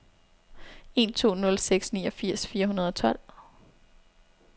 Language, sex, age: Danish, female, 26